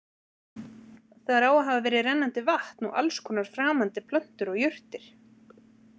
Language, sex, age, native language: Icelandic, female, 40-49, Icelandic